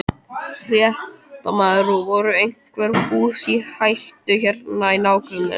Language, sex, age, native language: Icelandic, male, 12, Icelandic